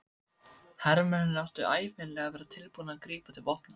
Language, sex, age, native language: Icelandic, male, 14, Icelandic